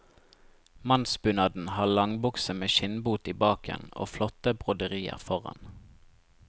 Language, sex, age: Norwegian, male, 25